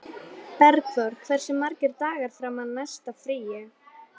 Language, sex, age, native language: Icelandic, female, 12, Icelandic